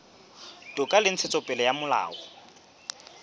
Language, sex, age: Southern Sotho, male, 26